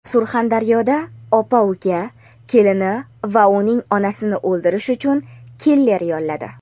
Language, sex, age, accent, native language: Uzbek, female, under 19, Andijon, Uzbek